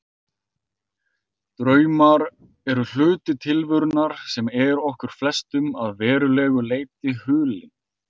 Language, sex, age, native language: Icelandic, male, 30-39, Icelandic